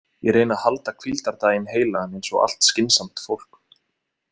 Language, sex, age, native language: Icelandic, male, 20-29, Icelandic